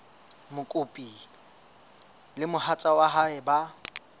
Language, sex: Southern Sotho, female